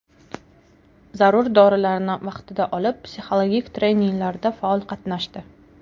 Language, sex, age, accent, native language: Uzbek, female, 18-24, Toshkent viloyati, Uzbek